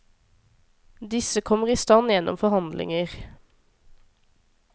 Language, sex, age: Norwegian, female, 26